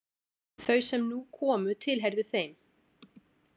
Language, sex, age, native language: Icelandic, female, 30-39, Icelandic